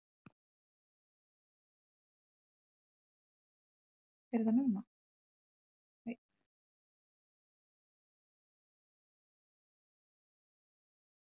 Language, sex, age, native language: Icelandic, male, 8, Icelandic